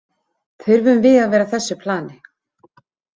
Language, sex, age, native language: Icelandic, female, 40-49, Icelandic